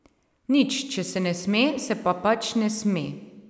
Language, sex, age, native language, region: Slovenian, female, 30-49, Slovenian, Savinja region